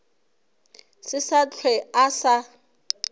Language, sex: Northern Sotho, female